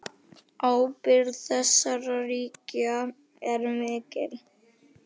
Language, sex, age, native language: Icelandic, male, 9, Icelandic